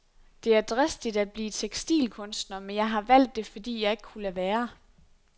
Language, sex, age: Danish, female, 23